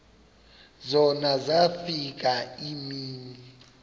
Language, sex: Xhosa, male